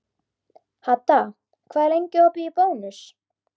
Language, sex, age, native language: Icelandic, female, 12, Icelandic